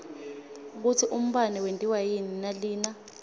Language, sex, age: Swati, female, 25